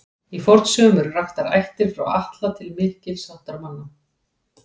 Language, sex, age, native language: Icelandic, female, 40-49, Icelandic